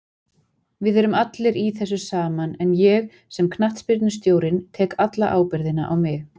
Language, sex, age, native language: Icelandic, female, 40-49, Icelandic